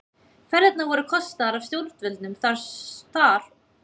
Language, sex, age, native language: Icelandic, female, 20-29, Icelandic